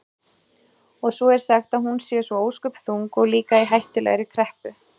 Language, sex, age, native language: Icelandic, female, 30-39, Icelandic